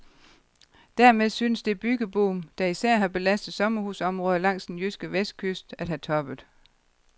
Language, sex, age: Danish, female, 52